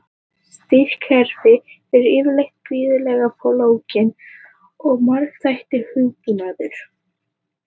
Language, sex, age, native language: Icelandic, female, 18-19, Icelandic